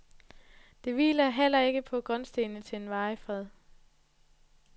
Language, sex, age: Danish, female, 20